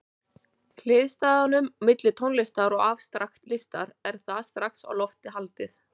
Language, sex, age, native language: Icelandic, female, 40-49, Icelandic